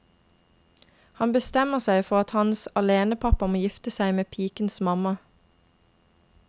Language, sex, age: Norwegian, female, 22